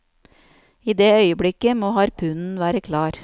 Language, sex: Norwegian, female